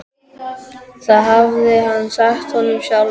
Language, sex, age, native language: Icelandic, male, 12, Icelandic